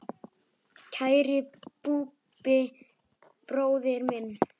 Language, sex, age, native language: Icelandic, male, 9, Icelandic